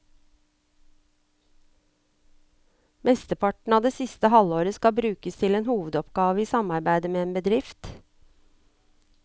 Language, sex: Norwegian, female